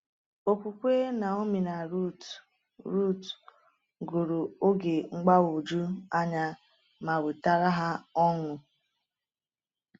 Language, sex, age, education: Igbo, female, 30-45, tertiary